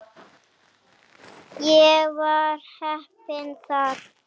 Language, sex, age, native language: Icelandic, female, 10, Icelandic